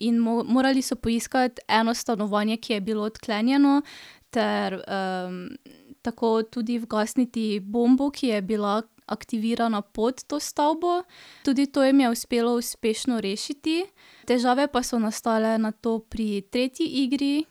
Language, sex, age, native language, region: Slovenian, female, 18-29, Slovenian, Drava region